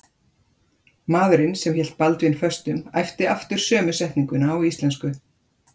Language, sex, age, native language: Icelandic, female, 50-59, Icelandic